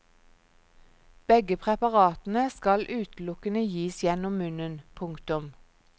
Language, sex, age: Norwegian, female, 46